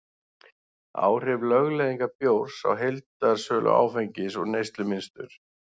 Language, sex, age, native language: Icelandic, male, 40-49, Icelandic